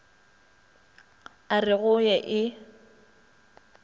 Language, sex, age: Northern Sotho, female, 21